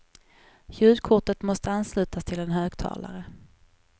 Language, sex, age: Swedish, female, 21